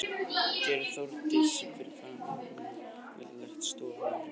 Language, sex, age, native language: Icelandic, male, 20-29, Icelandic